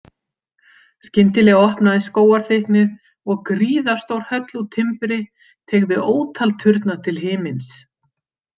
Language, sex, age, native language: Icelandic, female, 50-59, Icelandic